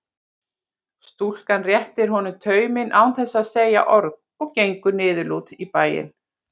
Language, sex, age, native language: Icelandic, female, 40-49, Icelandic